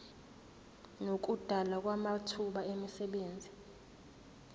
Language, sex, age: Zulu, female, 24